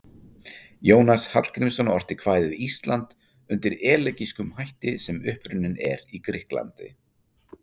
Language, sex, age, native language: Icelandic, male, 40-49, Icelandic